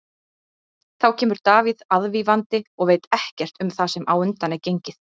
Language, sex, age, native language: Icelandic, female, 30-39, Icelandic